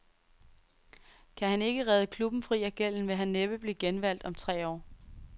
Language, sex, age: Danish, female, 23